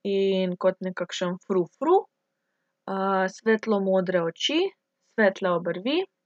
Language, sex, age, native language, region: Slovenian, female, 18-29, Slovenian, Central Slovenia